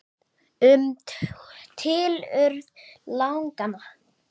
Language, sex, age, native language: Icelandic, male, 8, Icelandic